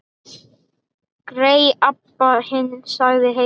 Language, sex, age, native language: Icelandic, male, 10, Icelandic